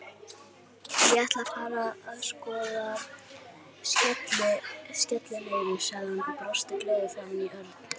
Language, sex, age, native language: Icelandic, female, 60-69, Icelandic